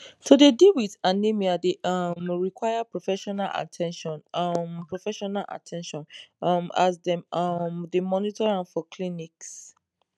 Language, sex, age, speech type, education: Nigerian Pidgin, female, 15-29, spontaneous, tertiary